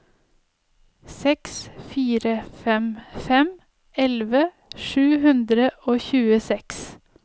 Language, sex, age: Norwegian, female, 30